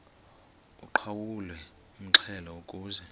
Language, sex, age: Xhosa, male, 19